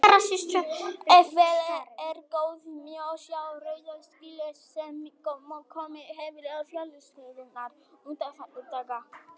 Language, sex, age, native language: Icelandic, female, 18-19, Icelandic